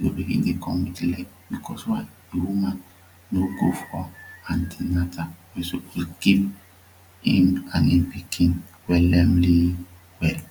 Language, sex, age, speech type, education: Nigerian Pidgin, male, 30-45, spontaneous, tertiary